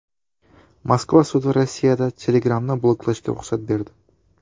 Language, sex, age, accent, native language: Uzbek, male, 12-17, Toshkent shahri, Uzbek